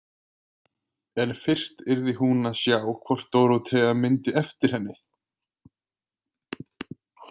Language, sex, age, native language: Icelandic, male, 20-29, Icelandic